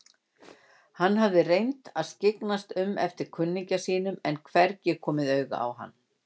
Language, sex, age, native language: Icelandic, female, 60-69, Icelandic